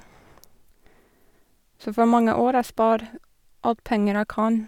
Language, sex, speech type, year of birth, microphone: Norwegian, female, spontaneous, 1987, Sennheiser